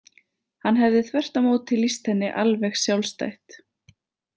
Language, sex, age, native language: Icelandic, female, 30-39, Icelandic